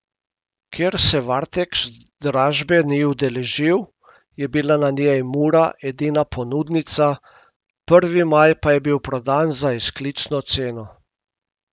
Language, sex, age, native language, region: Slovenian, male, 50-59, Slovenian, Primorsko-notranjska region